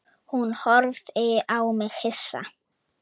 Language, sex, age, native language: Icelandic, female, 9, Icelandic